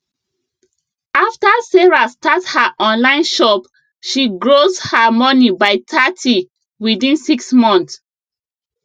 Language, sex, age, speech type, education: Nigerian Pidgin, female, 30-45, spontaneous, tertiary